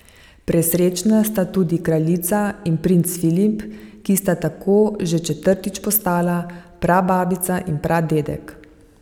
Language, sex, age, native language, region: Slovenian, female, 50-59, Slovenian, Savinja region